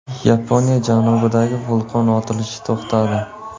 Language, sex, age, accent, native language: Uzbek, male, 18-24, Surxondaryo, Uzbek